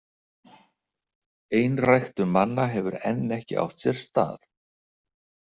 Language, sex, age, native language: Icelandic, male, 60-69, Icelandic